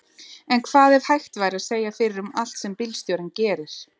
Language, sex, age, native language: Icelandic, female, 30-39, Icelandic